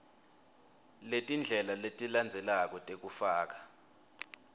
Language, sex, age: Swati, male, 23